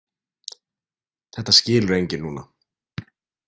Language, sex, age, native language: Icelandic, male, 20-29, Icelandic